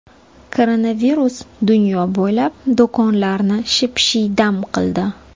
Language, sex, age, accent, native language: Uzbek, female, 25-34, Toshkent shahri, Uzbek